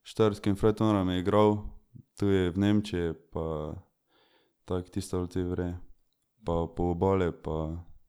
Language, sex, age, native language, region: Slovenian, male, 18-29, Slovenian, Drava region